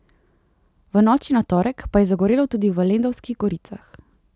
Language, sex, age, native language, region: Slovenian, female, 18-29, Slovenian, Central Slovenia